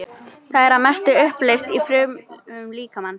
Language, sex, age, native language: Icelandic, female, 13, Icelandic